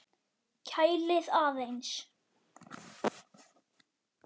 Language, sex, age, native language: Icelandic, male, 8, Icelandic